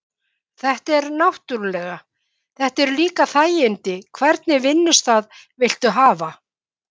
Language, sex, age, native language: Icelandic, female, 50-59, Icelandic